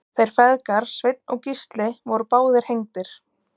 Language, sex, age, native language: Icelandic, female, 20-29, Icelandic